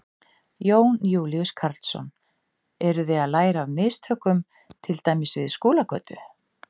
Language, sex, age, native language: Icelandic, female, 50-59, Icelandic